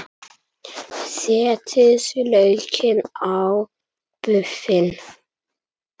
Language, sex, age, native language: Icelandic, male, 9, Icelandic